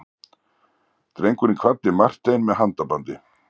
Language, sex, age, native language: Icelandic, male, 60-69, Icelandic